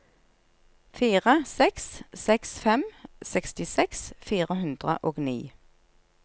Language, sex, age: Norwegian, female, 46